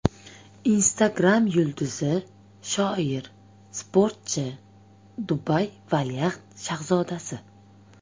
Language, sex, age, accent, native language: Uzbek, female, 25-34, Toshkent viloyati, Uzbek